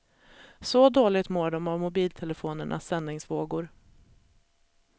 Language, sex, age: Swedish, female, 37